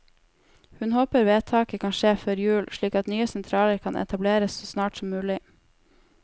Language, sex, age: Norwegian, female, 18